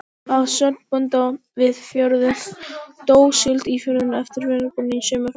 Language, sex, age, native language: Icelandic, male, 18-19, Icelandic